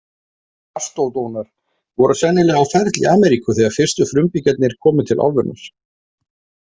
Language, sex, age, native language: Icelandic, male, 40-49, Icelandic